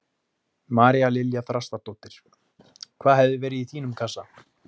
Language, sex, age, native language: Icelandic, male, 20-29, Icelandic